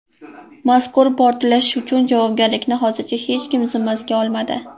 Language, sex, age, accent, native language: Uzbek, female, under 19, Toshkent shahri, Uzbek